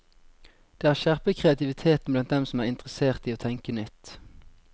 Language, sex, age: Norwegian, male, 20